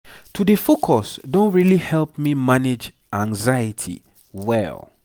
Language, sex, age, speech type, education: Nigerian Pidgin, male, 30-45, spontaneous, tertiary